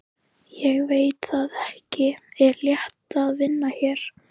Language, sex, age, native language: Icelandic, female, 13, Icelandic